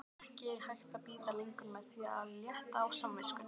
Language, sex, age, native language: Icelandic, other, 12, Icelandic